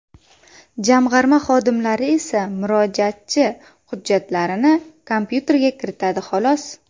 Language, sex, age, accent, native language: Uzbek, female, 19-29, Qashqadaryo, Uzbek